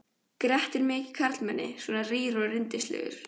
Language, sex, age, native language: Icelandic, female, 14, Icelandic